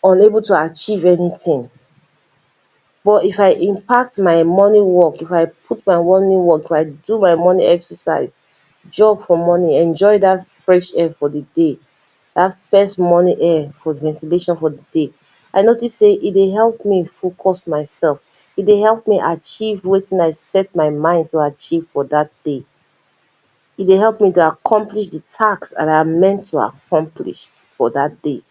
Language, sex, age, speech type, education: Nigerian Pidgin, female, 30-45, spontaneous, tertiary